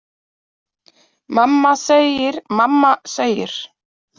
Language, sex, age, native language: Icelandic, female, 30-39, Icelandic